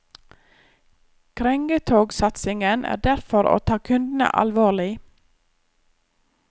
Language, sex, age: Norwegian, female, 34